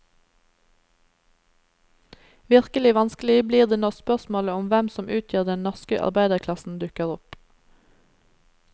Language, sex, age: Norwegian, female, 27